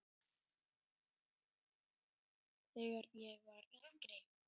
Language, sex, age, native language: Icelandic, male, 8, Icelandic